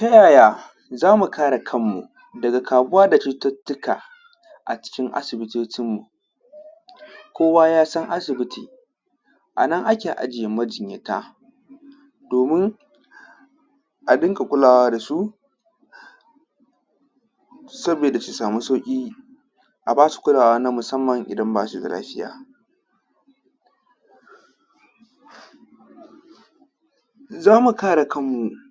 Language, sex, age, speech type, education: Hausa, male, 15-29, spontaneous, tertiary